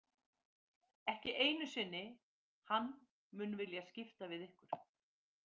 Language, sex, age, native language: Icelandic, female, 50-59, Icelandic